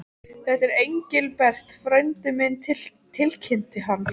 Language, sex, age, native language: Icelandic, female, 13, Icelandic